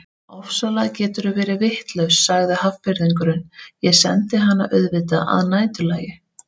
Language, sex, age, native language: Icelandic, female, 30-39, Icelandic